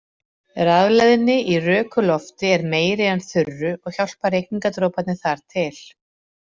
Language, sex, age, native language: Icelandic, female, 40-49, Icelandic